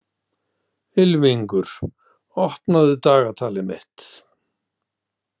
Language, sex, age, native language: Icelandic, male, 60-69, Icelandic